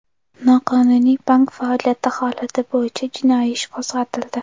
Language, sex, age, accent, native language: Uzbek, female, under 19, Toshkent shahri, Uzbek